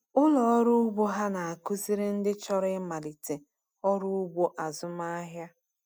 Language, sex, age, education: Igbo, female, 30-45, tertiary